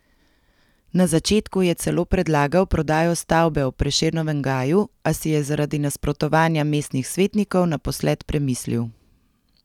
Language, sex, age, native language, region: Slovenian, female, 30-49, Slovenian, Central Slovenia